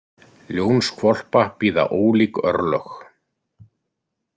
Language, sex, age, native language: Icelandic, male, 50-59, Icelandic